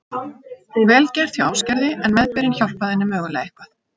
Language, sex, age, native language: Icelandic, female, 50-59, Icelandic